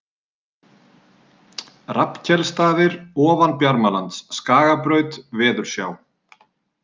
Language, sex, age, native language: Icelandic, male, 30-39, Icelandic